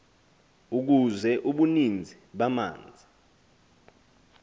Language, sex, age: Xhosa, male, 20